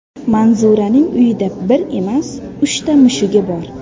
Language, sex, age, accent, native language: Uzbek, female, under 19, Sirdaryo, Uzbek